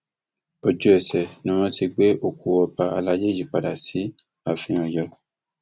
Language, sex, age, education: Yoruba, male, 15-29, tertiary